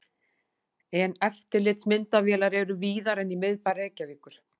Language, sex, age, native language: Icelandic, female, 40-49, Icelandic